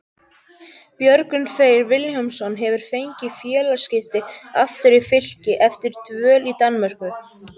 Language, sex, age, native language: Icelandic, male, 18-19, Icelandic